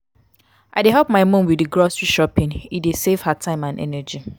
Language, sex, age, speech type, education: Nigerian Pidgin, female, 15-29, spontaneous, tertiary